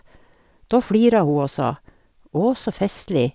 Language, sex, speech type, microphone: Norwegian, female, spontaneous, Sennheiser